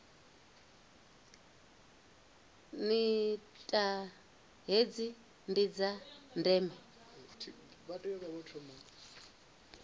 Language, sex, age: Venda, female, 24